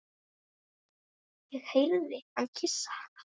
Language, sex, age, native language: Icelandic, male, 8, Icelandic